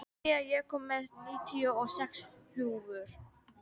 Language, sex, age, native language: Icelandic, female, 12, Icelandic